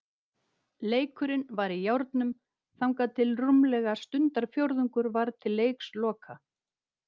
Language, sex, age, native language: Icelandic, female, 50-59, Icelandic